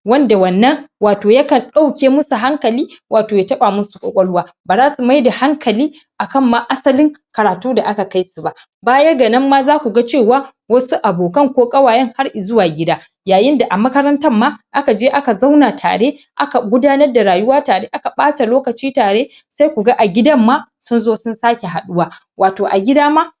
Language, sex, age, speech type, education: Hausa, male, 15-29, spontaneous, secondary